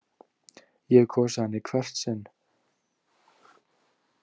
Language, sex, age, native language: Icelandic, male, 18-19, Icelandic